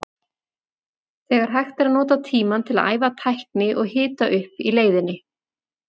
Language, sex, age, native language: Icelandic, female, 40-49, Icelandic